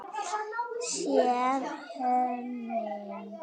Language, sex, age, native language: Icelandic, female, 9, Icelandic